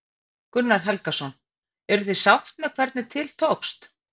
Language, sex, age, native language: Icelandic, female, 50-59, Icelandic